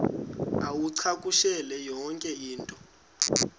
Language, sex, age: Xhosa, male, 19